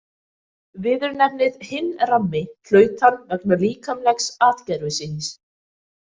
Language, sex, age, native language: Icelandic, female, 20-29, Icelandic